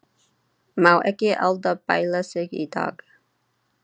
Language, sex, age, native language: Icelandic, female, 30-39, Icelandic